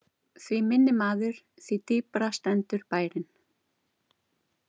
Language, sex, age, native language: Icelandic, female, 30-39, Icelandic